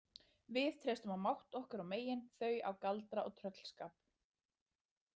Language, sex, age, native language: Icelandic, female, 30-39, Icelandic